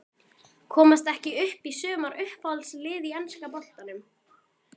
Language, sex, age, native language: Icelandic, female, 12, Icelandic